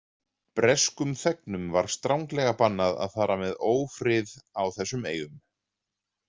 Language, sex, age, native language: Icelandic, male, 40-49, Icelandic